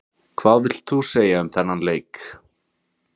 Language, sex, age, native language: Icelandic, male, 30-39, Icelandic